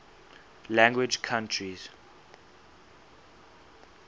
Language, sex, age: English, male, 19